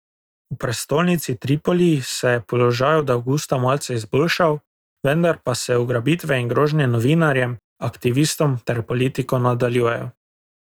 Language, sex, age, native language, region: Slovenian, male, 18-29, Slovenian, Drava region